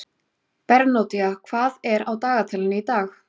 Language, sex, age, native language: Icelandic, female, 20-29, Icelandic